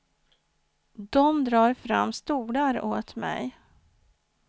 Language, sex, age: Swedish, female, 49